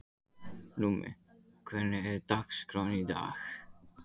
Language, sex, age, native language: Icelandic, male, 15, Icelandic